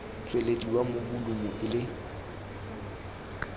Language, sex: Tswana, male